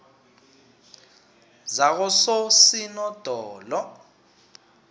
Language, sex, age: South Ndebele, male, 20